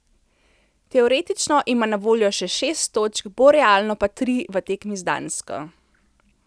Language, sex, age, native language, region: Slovenian, female, 30-49, Slovenian, Central Slovenia